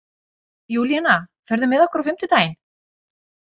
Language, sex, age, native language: Icelandic, female, 40-49, Icelandic